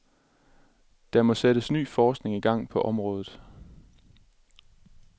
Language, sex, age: Danish, male, 27